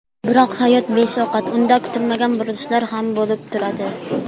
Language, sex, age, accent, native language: Uzbek, female, under 19, Sirdaryo, Uzbek